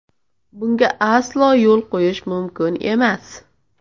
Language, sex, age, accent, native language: Uzbek, female, 18-24, Samarqand, Uzbek